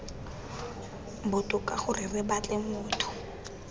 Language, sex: Tswana, female